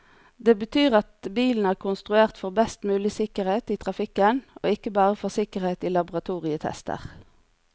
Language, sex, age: Norwegian, female, 40